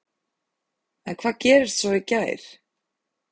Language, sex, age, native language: Icelandic, female, 30-39, Icelandic